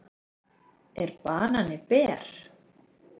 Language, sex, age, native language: Icelandic, female, 30-39, Icelandic